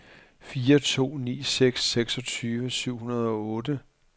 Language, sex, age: Danish, male, 44